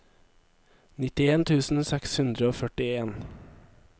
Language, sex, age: Norwegian, male, 23